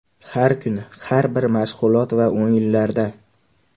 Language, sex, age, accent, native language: Uzbek, male, 18-24, Andijon, Uzbek